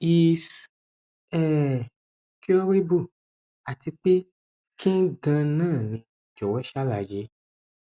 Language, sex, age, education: Yoruba, male, 15-29, tertiary